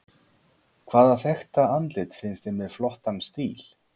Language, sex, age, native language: Icelandic, male, 40-49, Icelandic